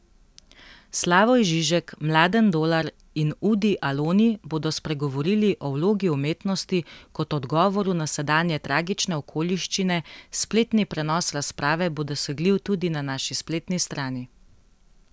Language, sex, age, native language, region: Slovenian, female, 18-29, Slovenian, Central Slovenia